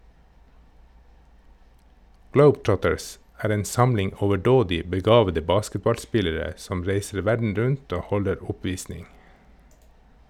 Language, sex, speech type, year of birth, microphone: Norwegian, male, read, 1969, Shure